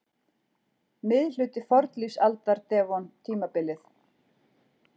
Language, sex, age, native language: Icelandic, female, 40-49, Icelandic